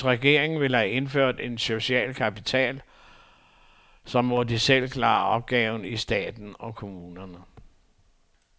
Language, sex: Danish, male